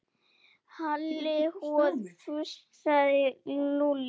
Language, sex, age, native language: Icelandic, female, 7, Icelandic